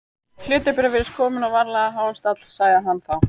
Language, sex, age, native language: Icelandic, female, 18-19, Icelandic